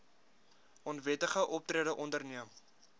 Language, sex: Afrikaans, male